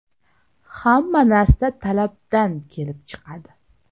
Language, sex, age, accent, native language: Uzbek, female, 18-24, Toshkent shahri, Uzbek